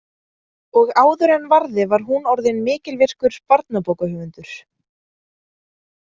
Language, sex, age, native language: Icelandic, female, 20-29, Icelandic